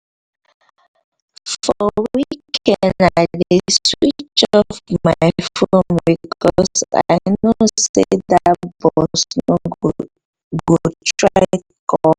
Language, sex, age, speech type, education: Nigerian Pidgin, female, 15-29, spontaneous, tertiary